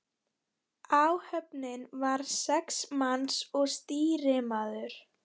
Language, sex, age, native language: Icelandic, female, 13, Icelandic